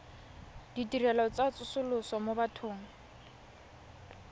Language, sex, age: Tswana, female, 20